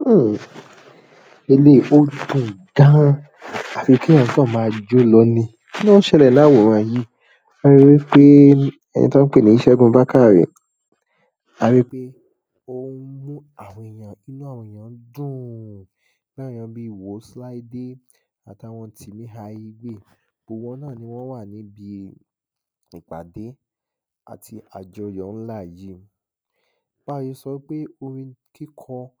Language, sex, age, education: Yoruba, male, 15-29, tertiary